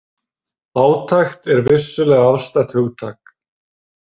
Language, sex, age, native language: Icelandic, male, 30-39, Icelandic